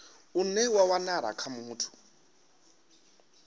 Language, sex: Venda, male